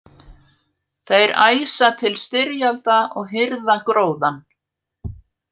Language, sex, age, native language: Icelandic, female, 50-59, Icelandic